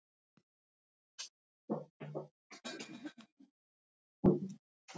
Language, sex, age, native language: Icelandic, female, 70-79, Icelandic